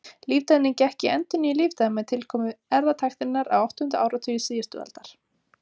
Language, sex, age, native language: Icelandic, female, 30-39, Icelandic